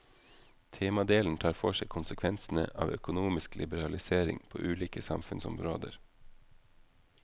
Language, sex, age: Norwegian, male, 32